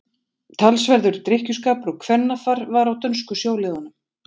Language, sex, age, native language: Icelandic, female, 40-49, Icelandic